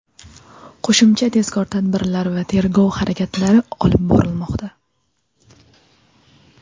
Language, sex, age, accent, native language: Uzbek, female, 19-29, Jizzax, Uzbek